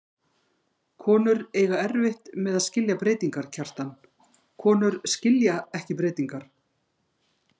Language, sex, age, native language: Icelandic, female, 50-59, Icelandic